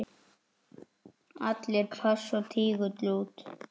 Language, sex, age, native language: Icelandic, male, 9, Icelandic